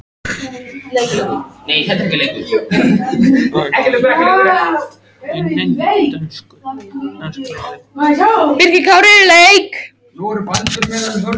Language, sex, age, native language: Icelandic, male, 13, Icelandic